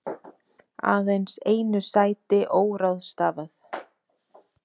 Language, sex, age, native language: Icelandic, female, 30-39, Icelandic